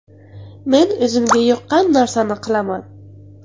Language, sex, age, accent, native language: Uzbek, female, under 19, Buxoro, Uzbek